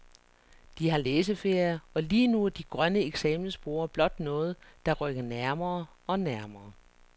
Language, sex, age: Danish, female, 49